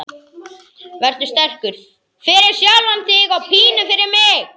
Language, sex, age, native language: Icelandic, male, 11, Icelandic